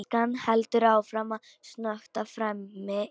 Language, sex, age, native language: Icelandic, female, 18-19, Polish